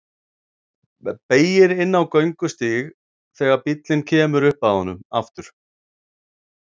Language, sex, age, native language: Icelandic, male, 40-49, Icelandic